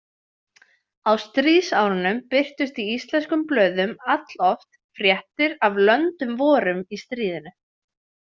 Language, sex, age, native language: Icelandic, female, 20-29, Icelandic